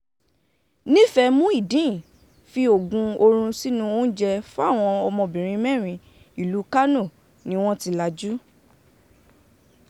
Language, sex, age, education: Yoruba, female, 15-29, tertiary